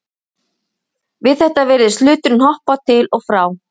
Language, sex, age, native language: Icelandic, female, 50-59, Icelandic